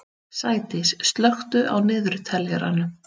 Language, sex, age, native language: Icelandic, female, 30-39, Icelandic